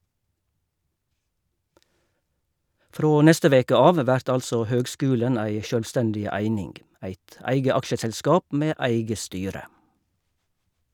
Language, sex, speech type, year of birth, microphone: Norwegian, male, read, 1956, Shure